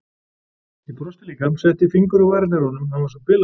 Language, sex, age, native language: Icelandic, male, 40-49, Icelandic